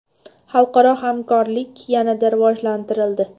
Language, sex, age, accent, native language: Uzbek, female, 18-24, Toshkent viloyati, Uzbek